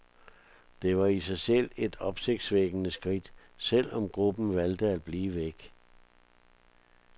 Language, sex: Danish, male